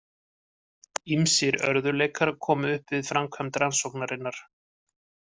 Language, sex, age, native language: Icelandic, male, 50-59, Icelandic